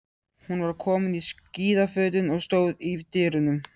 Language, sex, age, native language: Icelandic, male, 13, Icelandic